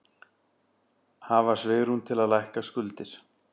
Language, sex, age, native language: Icelandic, male, 40-49, Icelandic